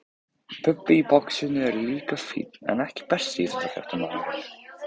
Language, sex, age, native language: Icelandic, male, 13, Icelandic